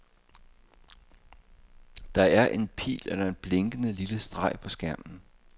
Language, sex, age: Danish, male, 58